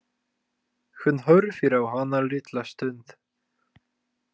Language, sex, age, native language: Icelandic, male, 20-29, Polish